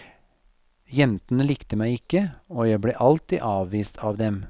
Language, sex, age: Norwegian, male, 40